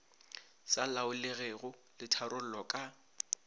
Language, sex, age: Northern Sotho, male, 20